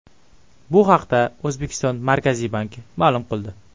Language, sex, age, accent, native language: Uzbek, male, 12-17, Jizzax, Uzbek